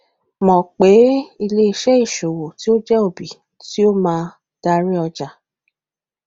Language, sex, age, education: Yoruba, female, 15-29, tertiary